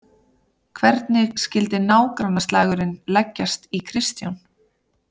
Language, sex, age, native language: Icelandic, female, 30-39, Icelandic